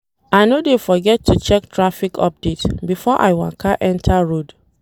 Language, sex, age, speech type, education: Nigerian Pidgin, female, 30-45, read, tertiary